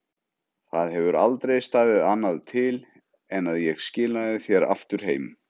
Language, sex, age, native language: Icelandic, male, 30-39, Icelandic